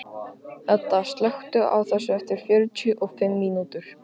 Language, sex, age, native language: Icelandic, male, 15, Icelandic